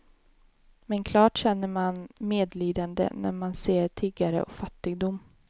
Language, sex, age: Swedish, female, 18